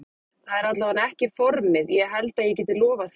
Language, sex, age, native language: Icelandic, male, 30-39, Icelandic